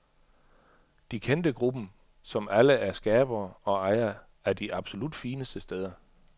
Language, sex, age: Danish, male, 38